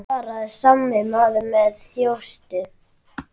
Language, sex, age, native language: Icelandic, male, 9, Icelandic